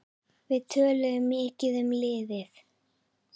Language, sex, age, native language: Icelandic, female, 10, Icelandic